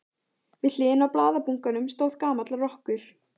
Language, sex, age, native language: Icelandic, female, 14, Icelandic